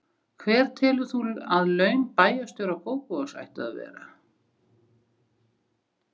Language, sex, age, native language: Icelandic, female, 60-69, Icelandic